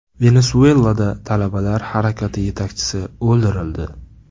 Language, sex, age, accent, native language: Uzbek, male, 18-24, Samarqand, Uzbek